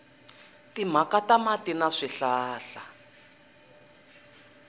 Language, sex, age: Tsonga, male, 20